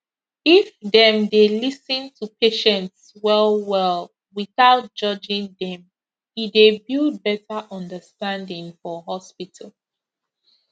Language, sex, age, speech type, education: Nigerian Pidgin, female, 15-29, spontaneous, tertiary